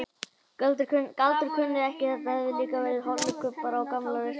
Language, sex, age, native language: Icelandic, male, 18-19, Icelandic